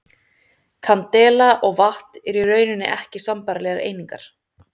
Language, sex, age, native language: Icelandic, female, 30-39, Icelandic